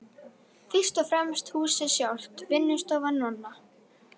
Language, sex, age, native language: Icelandic, female, 12, Icelandic